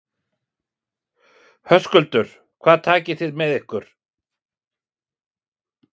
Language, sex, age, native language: Icelandic, male, 40-49, Icelandic